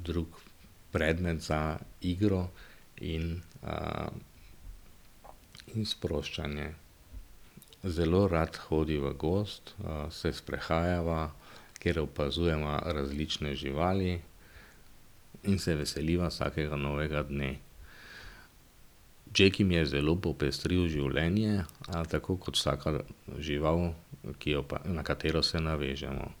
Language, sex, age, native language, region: Slovenian, male, 50-59, Slovenian, Drava region